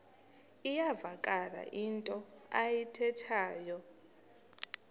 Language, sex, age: Xhosa, female, 38